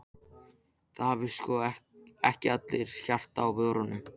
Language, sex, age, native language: Icelandic, male, 13, Icelandic